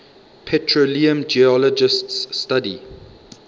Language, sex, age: English, male, 22